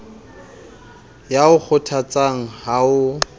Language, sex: Southern Sotho, male